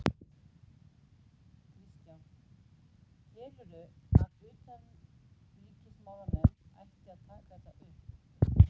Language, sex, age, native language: Icelandic, female, 40-49, Icelandic